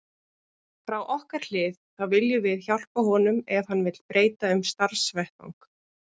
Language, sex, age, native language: Icelandic, female, 30-39, Icelandic